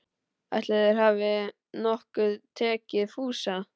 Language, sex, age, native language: Icelandic, male, 12, Icelandic